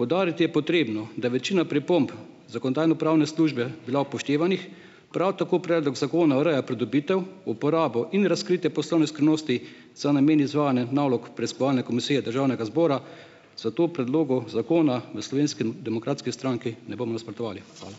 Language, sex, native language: Slovenian, male, Slovenian